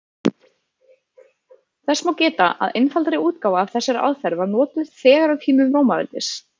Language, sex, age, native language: Icelandic, female, 30-39, Icelandic